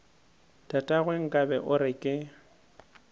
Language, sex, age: Northern Sotho, male, 19